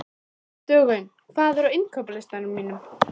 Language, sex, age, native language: Icelandic, female, 13, Icelandic